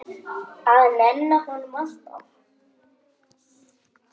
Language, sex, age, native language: Icelandic, female, 10, Icelandic